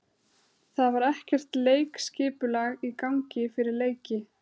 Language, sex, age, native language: Icelandic, female, 30-39, Icelandic